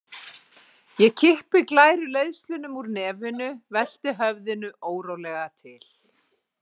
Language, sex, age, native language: Icelandic, female, 40-49, Icelandic